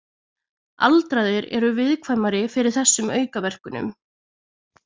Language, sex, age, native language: Icelandic, female, 20-29, Icelandic